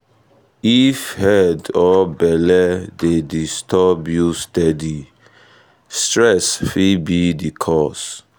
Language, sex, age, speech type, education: Nigerian Pidgin, male, 15-29, spontaneous, tertiary